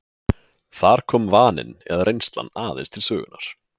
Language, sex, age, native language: Icelandic, male, 20-29, Icelandic